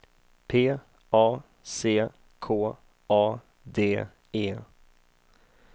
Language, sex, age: Swedish, male, 31